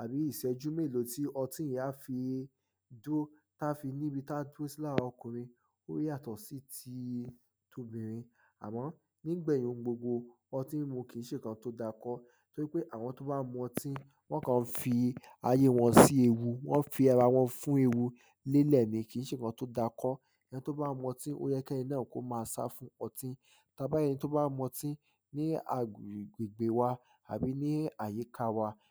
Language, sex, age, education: Yoruba, male, 15-29, tertiary